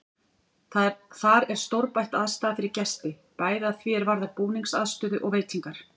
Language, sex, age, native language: Icelandic, female, 40-49, Icelandic